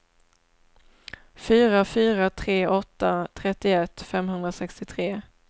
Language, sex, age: Swedish, female, 27